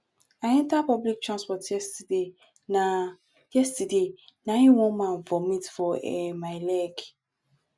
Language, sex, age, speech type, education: Nigerian Pidgin, female, 15-29, spontaneous, tertiary